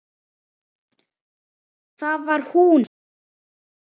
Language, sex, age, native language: Icelandic, male, 9, Icelandic